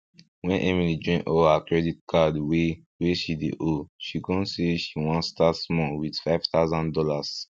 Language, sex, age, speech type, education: Nigerian Pidgin, male, 15-29, spontaneous, tertiary